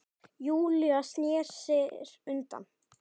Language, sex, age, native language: Icelandic, female, 10, Icelandic